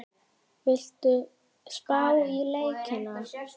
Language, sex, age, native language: Icelandic, male, 10, Icelandic